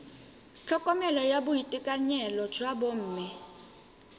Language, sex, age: Tswana, female, 18